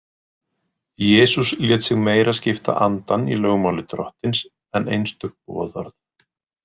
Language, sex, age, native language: Icelandic, male, 20-29, Icelandic